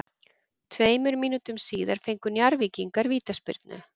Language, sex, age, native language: Icelandic, female, 40-49, Icelandic